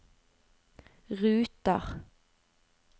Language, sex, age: Norwegian, female, 25